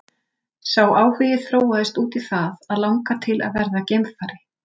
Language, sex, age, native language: Icelandic, female, 40-49, Icelandic